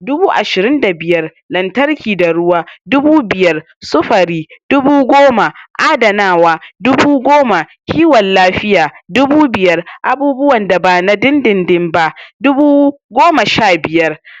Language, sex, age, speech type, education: Hausa, male, 46-60, spontaneous, tertiary